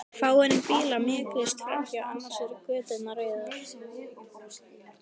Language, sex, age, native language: Icelandic, female, 12, Icelandic